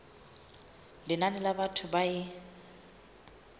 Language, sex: Southern Sotho, female